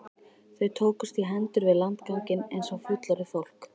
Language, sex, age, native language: Icelandic, female, 13, Icelandic